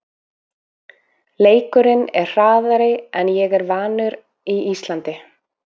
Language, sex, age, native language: Icelandic, female, 40-49, Icelandic